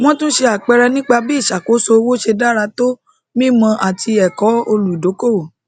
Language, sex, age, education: Yoruba, female, 30-45, tertiary